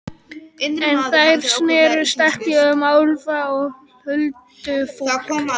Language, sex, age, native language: Icelandic, female, 12, Icelandic